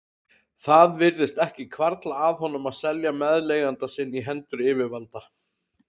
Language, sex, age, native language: Icelandic, male, 30-39, Icelandic